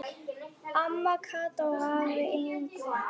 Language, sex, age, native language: Icelandic, female, 9, Icelandic